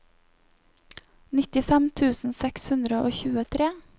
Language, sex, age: Norwegian, female, 25